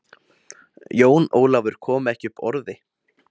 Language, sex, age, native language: Icelandic, male, 20-29, Icelandic